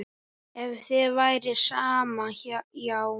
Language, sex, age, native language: Icelandic, male, 10, Icelandic